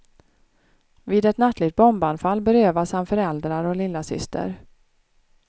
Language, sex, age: Swedish, female, 36